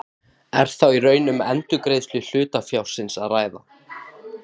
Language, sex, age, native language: Icelandic, male, 18-19, Icelandic